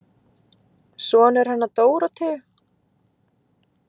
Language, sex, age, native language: Icelandic, female, 20-29, Icelandic